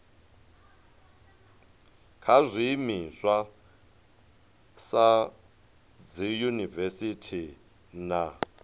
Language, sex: Venda, male